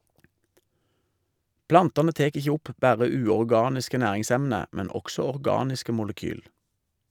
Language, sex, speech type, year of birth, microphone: Norwegian, male, read, 1973, Shure